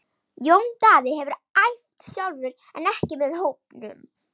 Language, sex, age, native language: Icelandic, female, 18-19, Icelandic